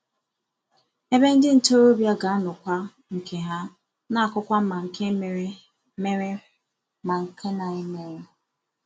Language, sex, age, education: Igbo, female, 15-29, tertiary